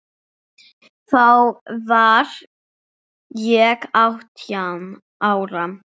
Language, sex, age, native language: Icelandic, female, 7, English